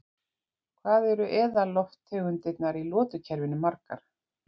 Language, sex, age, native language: Icelandic, female, 40-49, Icelandic